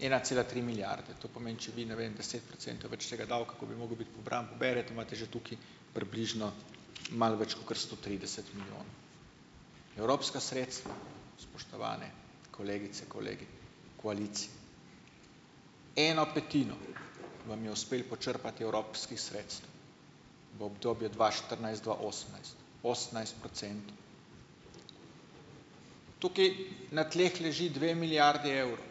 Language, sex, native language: Slovenian, male, Slovenian